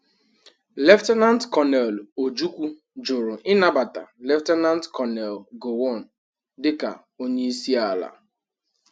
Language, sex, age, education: Igbo, male, 15-29, tertiary